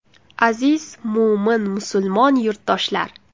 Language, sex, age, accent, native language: Uzbek, female, 19-29, Samarqand, Uzbek